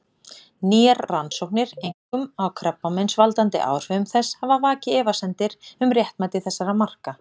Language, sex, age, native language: Icelandic, female, 30-39, Icelandic